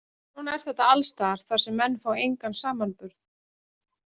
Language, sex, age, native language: Icelandic, female, 40-49, Icelandic